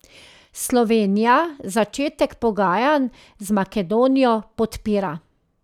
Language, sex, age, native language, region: Slovenian, female, 30-49, Slovenian, Drava region